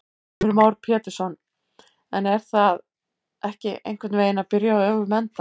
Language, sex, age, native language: Icelandic, female, 70-79, Icelandic